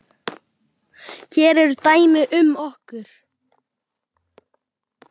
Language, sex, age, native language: Icelandic, male, 8, Icelandic